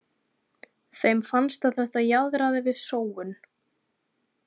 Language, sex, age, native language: Icelandic, female, 20-29, Icelandic